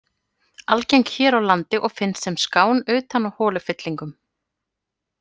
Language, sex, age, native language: Icelandic, female, 40-49, Icelandic